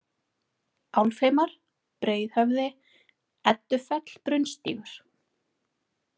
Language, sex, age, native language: Icelandic, female, 40-49, Icelandic